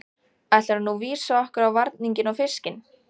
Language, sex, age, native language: Icelandic, female, 14, Icelandic